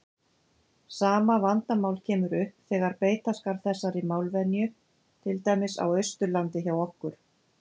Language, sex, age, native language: Icelandic, female, 50-59, Icelandic